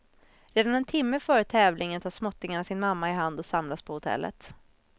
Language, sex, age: Swedish, female, 26